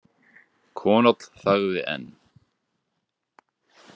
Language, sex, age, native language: Icelandic, male, 20-29, Icelandic